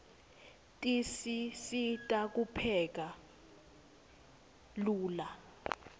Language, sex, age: Swati, female, 20